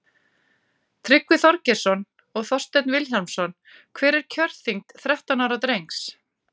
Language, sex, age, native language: Icelandic, female, 40-49, Icelandic